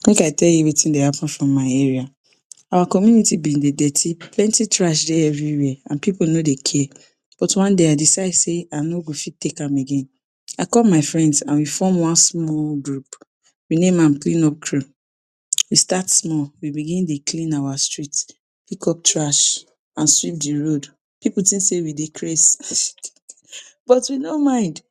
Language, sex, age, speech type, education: Nigerian Pidgin, female, 46-60, spontaneous, tertiary